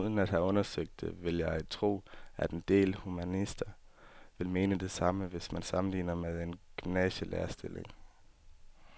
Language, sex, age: Danish, male, 18